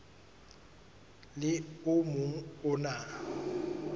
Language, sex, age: Southern Sotho, male, 23